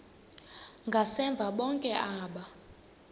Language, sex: Xhosa, female